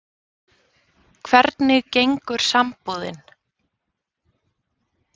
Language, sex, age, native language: Icelandic, female, 20-29, Icelandic